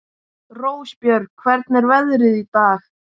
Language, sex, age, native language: Icelandic, male, 12, Icelandic